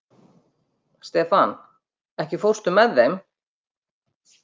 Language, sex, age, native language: Icelandic, female, 50-59, Icelandic